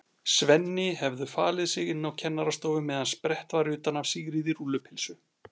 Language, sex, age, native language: Icelandic, male, 40-49, Icelandic